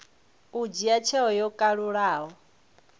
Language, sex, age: Venda, female, 21